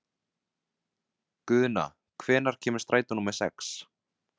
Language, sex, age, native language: Icelandic, male, 20-29, Vietnamese